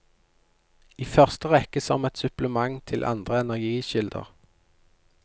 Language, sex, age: Norwegian, male, 29